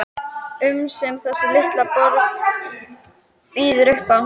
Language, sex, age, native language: Icelandic, female, 13, Icelandic